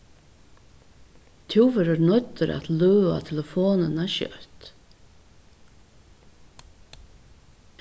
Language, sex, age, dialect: Faroese, female, 61+, Vágar